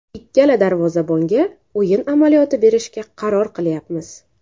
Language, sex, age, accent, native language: Uzbek, female, 18-24, Navoiy, Uzbek